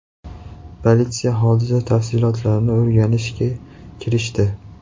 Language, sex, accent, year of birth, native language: Uzbek, male, Andijon, 2003, Uzbek